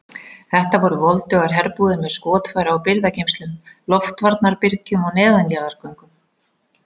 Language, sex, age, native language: Icelandic, female, 40-49, Icelandic